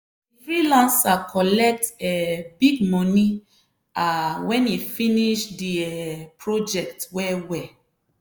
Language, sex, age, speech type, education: Nigerian Pidgin, female, 30-45, spontaneous, tertiary